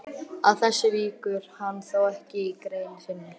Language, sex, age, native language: Icelandic, male, 11, Icelandic